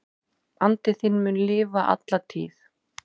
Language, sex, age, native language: Icelandic, female, 30-39, Icelandic